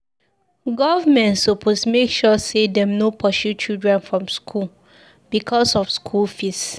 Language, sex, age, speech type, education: Nigerian Pidgin, female, 15-29, read, secondary